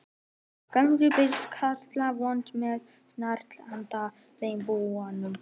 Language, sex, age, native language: Icelandic, male, 12, Icelandic